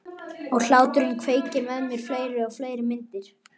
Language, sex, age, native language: Icelandic, male, 11, Icelandic